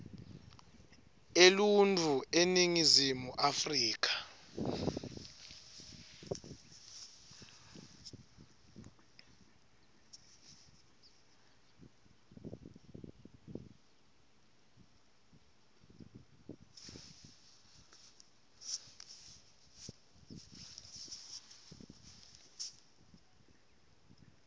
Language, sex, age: Swati, male, 21